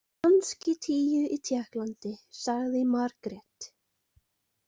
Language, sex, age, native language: Icelandic, female, 20-29, Icelandic